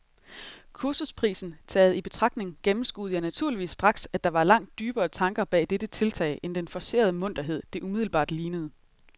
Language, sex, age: Danish, female, 30